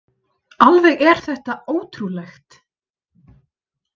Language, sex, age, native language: Icelandic, female, 30-39, Icelandic